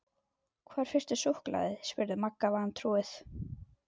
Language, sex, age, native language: Icelandic, female, 12, Icelandic